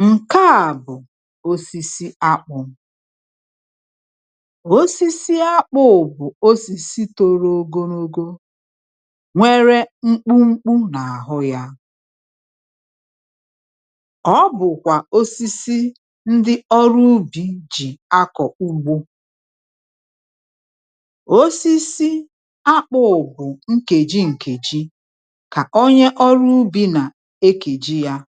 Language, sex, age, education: Igbo, female, 30-45, tertiary